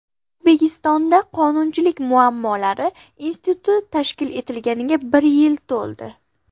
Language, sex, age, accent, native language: Uzbek, female, under 19, Farg'ona, Uzbek